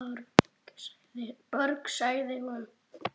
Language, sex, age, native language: Icelandic, male, 8, Icelandic